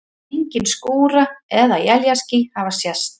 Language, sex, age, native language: Icelandic, female, 40-49, Icelandic